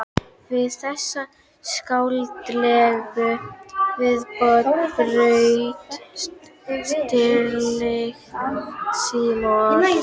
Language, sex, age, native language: Icelandic, female, 12, Icelandic